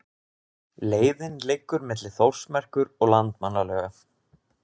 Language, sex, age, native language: Icelandic, male, 20-29, Icelandic